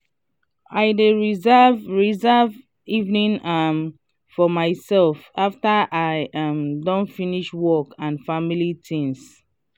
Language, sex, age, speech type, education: Nigerian Pidgin, female, 30-45, spontaneous, tertiary